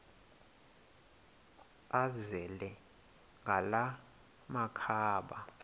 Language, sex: Xhosa, male